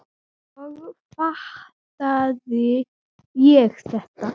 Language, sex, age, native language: Icelandic, female, 7, Icelandic